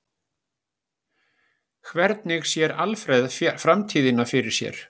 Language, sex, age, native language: Icelandic, male, 60-69, Icelandic